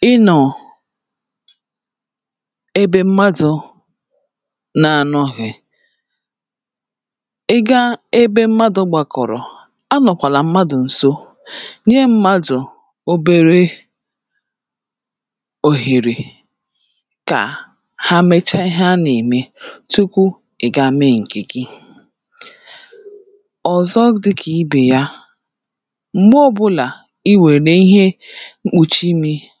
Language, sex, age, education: Igbo, female, 30-45, tertiary